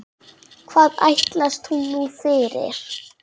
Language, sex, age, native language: Icelandic, male, 9, Icelandic